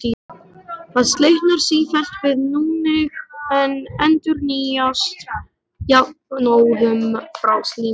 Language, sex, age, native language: Icelandic, male, 12, Icelandic